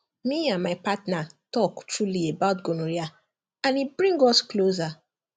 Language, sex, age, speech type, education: Nigerian Pidgin, female, 15-29, spontaneous, tertiary